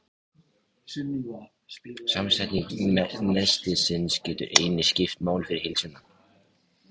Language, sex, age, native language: Icelandic, male, 18-19, Icelandic